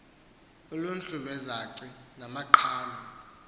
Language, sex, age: Xhosa, male, 18